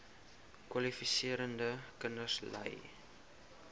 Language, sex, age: Afrikaans, male, 19